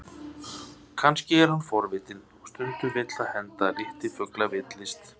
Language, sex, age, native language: Icelandic, male, 30-39, Icelandic